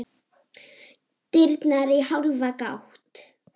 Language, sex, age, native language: Icelandic, female, 7, Icelandic